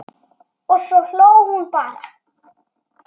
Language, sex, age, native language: Icelandic, male, 6, Icelandic